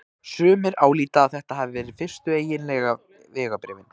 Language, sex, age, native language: Icelandic, male, 18-19, Icelandic